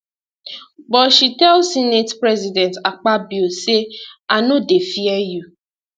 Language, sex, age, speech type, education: Nigerian Pidgin, female, 15-29, spontaneous, tertiary